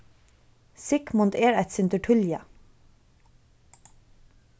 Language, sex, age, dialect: Faroese, female, 15-35, Suðurstreymoy